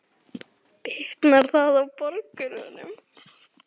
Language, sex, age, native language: Icelandic, female, 11, Icelandic